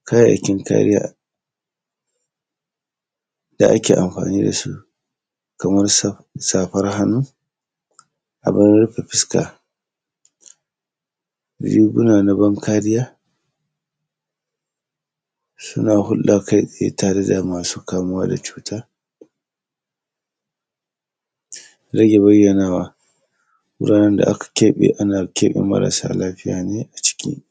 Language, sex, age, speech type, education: Hausa, male, 30-45, spontaneous, tertiary